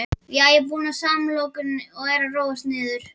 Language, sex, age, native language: Icelandic, female, 12, Icelandic